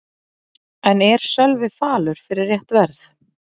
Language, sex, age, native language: Icelandic, female, 40-49, Icelandic